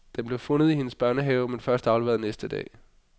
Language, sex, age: Danish, male, 25